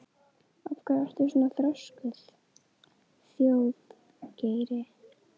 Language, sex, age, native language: Icelandic, other, 12, Icelandic